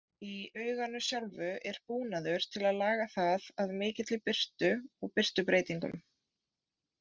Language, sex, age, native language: Icelandic, female, 20-29, Icelandic